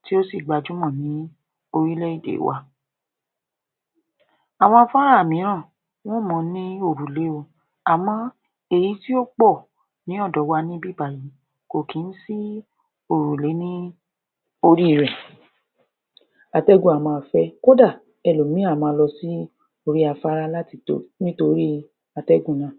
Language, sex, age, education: Yoruba, female, 60+, tertiary